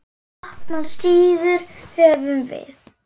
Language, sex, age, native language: Icelandic, female, 8, Icelandic